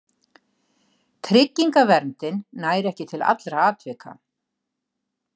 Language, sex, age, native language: Icelandic, female, 60-69, Icelandic